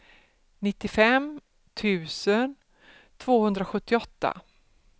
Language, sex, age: Swedish, female, 47